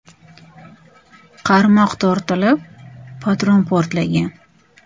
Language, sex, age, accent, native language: Uzbek, female, 35+, Toshkent shahri, Uzbek